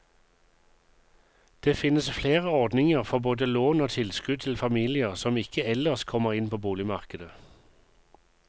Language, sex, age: Norwegian, male, 51